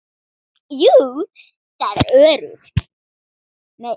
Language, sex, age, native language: Icelandic, male, 9, Icelandic